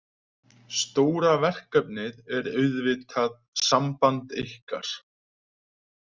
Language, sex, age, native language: Icelandic, male, 20-29, Icelandic